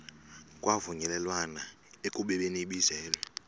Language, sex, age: Xhosa, male, 32